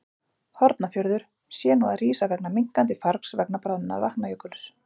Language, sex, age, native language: Icelandic, female, 40-49, Icelandic